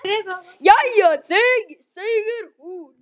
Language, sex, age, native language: Icelandic, male, 8, Icelandic